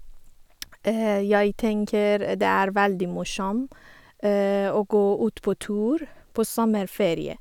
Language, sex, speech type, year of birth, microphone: Norwegian, female, spontaneous, 1985, Sennheiser